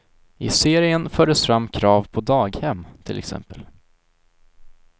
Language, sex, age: Swedish, male, 19